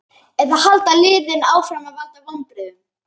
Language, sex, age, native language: Icelandic, male, 11, Icelandic